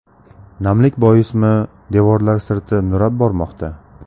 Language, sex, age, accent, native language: Uzbek, male, 18-24, Samarqand, Uzbek